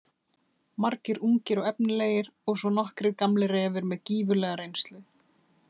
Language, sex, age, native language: Icelandic, female, 30-39, Icelandic